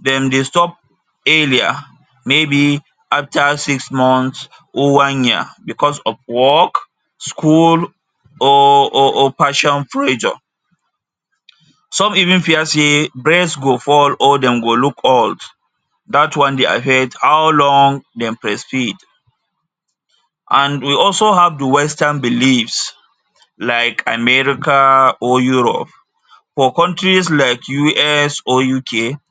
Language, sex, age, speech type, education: Nigerian Pidgin, male, 30-45, spontaneous, tertiary